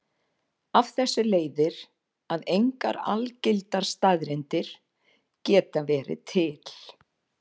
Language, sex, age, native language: Icelandic, female, 50-59, Icelandic